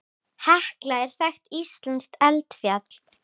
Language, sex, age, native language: Icelandic, female, 10, Icelandic